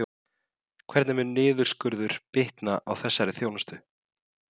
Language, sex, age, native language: Icelandic, male, 30-39, Icelandic